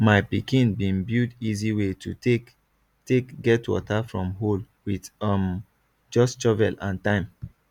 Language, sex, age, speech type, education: Nigerian Pidgin, male, 15-29, spontaneous, tertiary